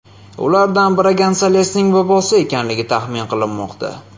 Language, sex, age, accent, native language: Uzbek, male, 18-24, Farg'ona, Uzbek